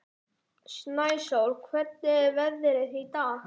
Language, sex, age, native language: Icelandic, male, 40-49, Icelandic